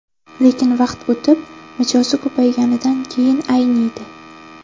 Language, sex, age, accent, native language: Uzbek, female, 12-17, Navoiy, Uzbek